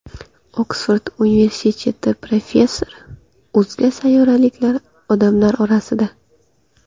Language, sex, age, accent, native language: Uzbek, female, 18-24, Qashqadaryo, Uzbek